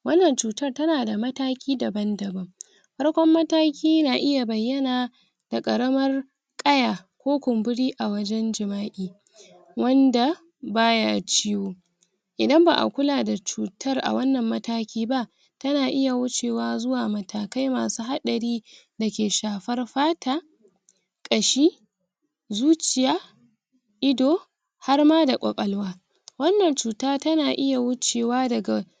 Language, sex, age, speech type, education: Hausa, female, 60+, spontaneous, tertiary